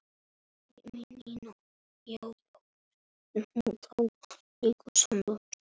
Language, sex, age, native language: Icelandic, male, 7, Icelandic